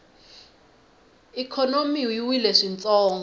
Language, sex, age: Tsonga, female, 19